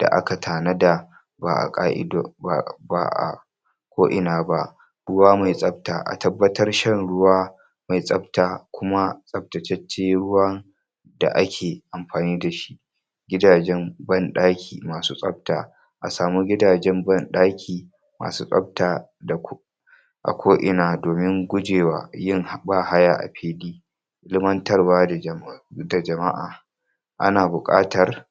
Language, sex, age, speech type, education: Hausa, male, 46-60, spontaneous, tertiary